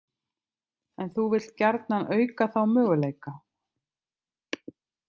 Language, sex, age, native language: Icelandic, other, 50-59, Icelandic